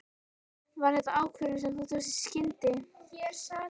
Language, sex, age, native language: Icelandic, female, 13, Icelandic